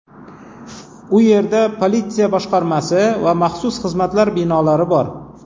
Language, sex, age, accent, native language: Uzbek, male, 40-49, Jizzax, Uzbek